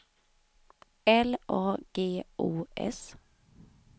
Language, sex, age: Swedish, female, 31